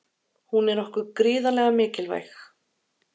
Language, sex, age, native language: Icelandic, female, 30-39, Icelandic